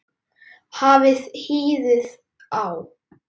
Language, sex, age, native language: Icelandic, male, 10, Icelandic